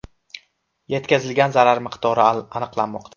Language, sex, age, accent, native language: Uzbek, male, 12-17, Samarqand, Uzbek